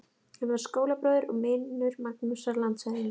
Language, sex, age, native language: Icelandic, female, 11, Icelandic